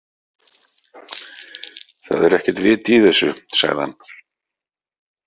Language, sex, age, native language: Icelandic, male, 40-49, Icelandic